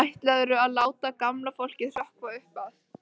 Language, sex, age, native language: Icelandic, female, 13, Icelandic